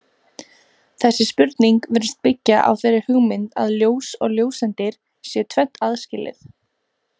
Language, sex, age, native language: Icelandic, female, 18-19, Icelandic